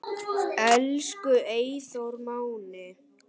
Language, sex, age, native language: Icelandic, male, 8, Icelandic